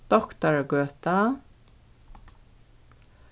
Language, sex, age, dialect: Faroese, female, 36-60, Norðurstreymoy/Eysturoy